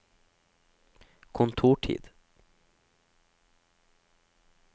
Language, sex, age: Norwegian, male, 17